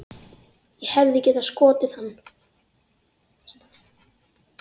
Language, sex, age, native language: Icelandic, female, 8, Icelandic